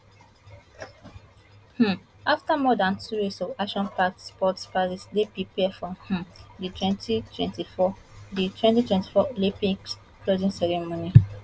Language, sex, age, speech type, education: Nigerian Pidgin, female, 15-29, spontaneous, tertiary